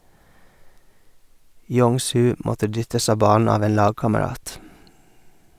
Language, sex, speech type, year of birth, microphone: Norwegian, male, read, 1978, Sennheiser